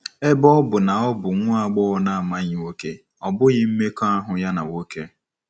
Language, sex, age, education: Igbo, male, 15-29, secondary